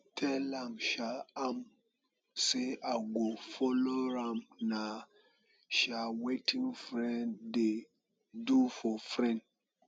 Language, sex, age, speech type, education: Nigerian Pidgin, male, 30-45, spontaneous, tertiary